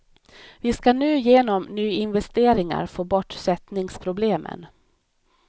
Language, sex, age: Swedish, female, 31